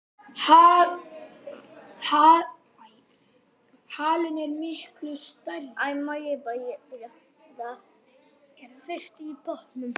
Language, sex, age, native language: Icelandic, male, 10, Icelandic